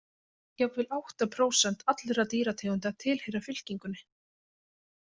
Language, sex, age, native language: Icelandic, female, 20-29, Icelandic